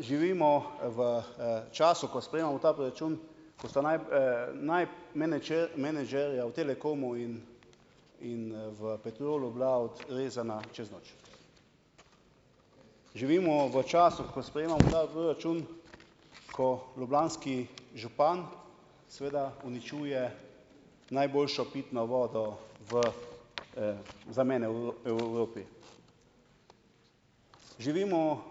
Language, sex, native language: Slovenian, male, Slovenian